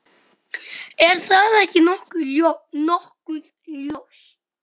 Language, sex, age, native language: Icelandic, male, 10, Icelandic